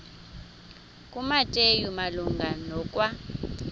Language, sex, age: Xhosa, female, 26